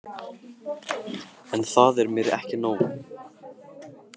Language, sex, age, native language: Icelandic, male, 15, Icelandic